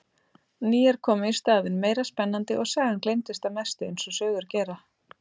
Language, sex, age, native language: Icelandic, female, 30-39, Icelandic